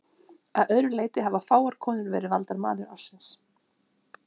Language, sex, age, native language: Icelandic, female, 30-39, Icelandic